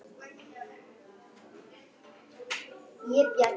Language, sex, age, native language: Icelandic, female, 8, Icelandic